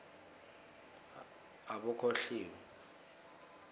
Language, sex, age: South Ndebele, male, 20